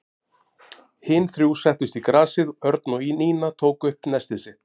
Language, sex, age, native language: Icelandic, male, 50-59, Icelandic